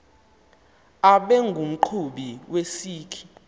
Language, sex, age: Xhosa, male, 19